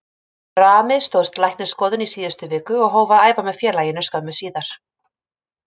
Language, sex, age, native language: Icelandic, female, 30-39, Icelandic